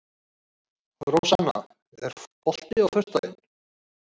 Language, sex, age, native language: Icelandic, male, 40-49, Icelandic